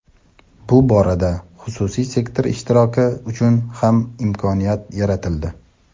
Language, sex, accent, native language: Uzbek, male, Toshkent shahri, Uzbek